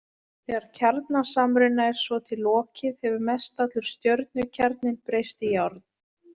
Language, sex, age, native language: Icelandic, female, 40-49, Icelandic